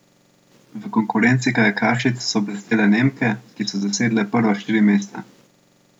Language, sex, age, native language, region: Slovenian, male, 18-29, Slovenian, Central Slovenia